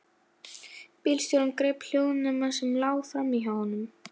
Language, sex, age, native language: Icelandic, female, 11, Icelandic